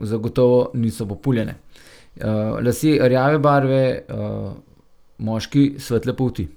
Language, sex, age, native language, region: Slovenian, male, 30-49, Slovenian, Gorenjska region